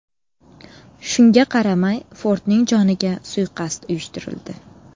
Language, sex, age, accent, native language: Uzbek, female, 18-24, Samarqand, Uzbek